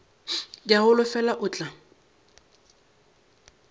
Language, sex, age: Northern Sotho, male, 22